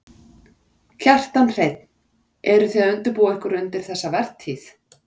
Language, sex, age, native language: Icelandic, female, 40-49, Icelandic